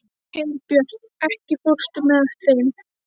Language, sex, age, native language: Icelandic, female, 12, Icelandic